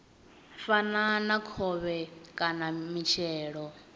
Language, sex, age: Venda, female, 20